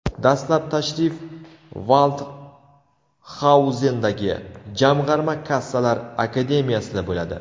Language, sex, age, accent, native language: Uzbek, male, 18-24, Navoiy, Uzbek